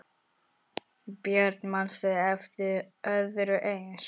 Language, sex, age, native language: Icelandic, male, 9, Icelandic